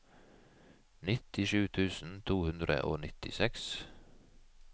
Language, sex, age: Norwegian, male, 51